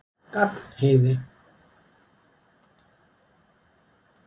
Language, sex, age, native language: Icelandic, female, 70-79, Icelandic